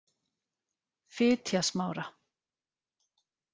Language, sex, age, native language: Icelandic, female, 40-49, Icelandic